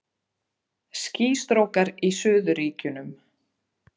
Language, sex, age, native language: Icelandic, female, 30-39, Icelandic